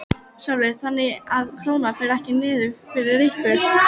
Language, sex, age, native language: Icelandic, female, 12, Icelandic